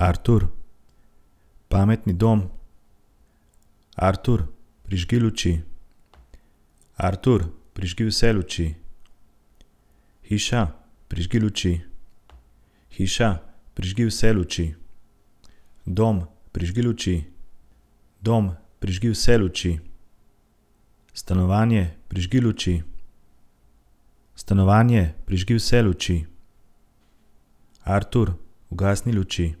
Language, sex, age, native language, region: Slovenian, male, 30-49, Slovenian, Central Slovenia